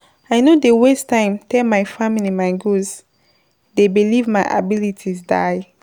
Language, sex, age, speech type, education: Nigerian Pidgin, female, 15-29, spontaneous, tertiary